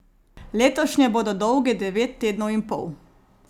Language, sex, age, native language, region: Slovenian, female, 30-49, Slovenian, Zasavska region